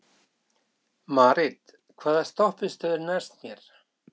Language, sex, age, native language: Icelandic, male, 60-69, Icelandic